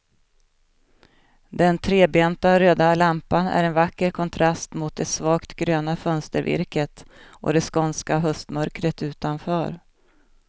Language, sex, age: Swedish, female, 37